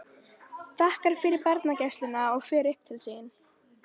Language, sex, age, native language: Icelandic, female, 13, Icelandic